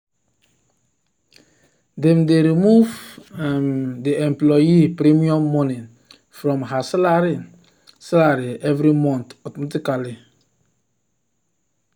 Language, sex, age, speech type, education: Nigerian Pidgin, male, 30-45, spontaneous, tertiary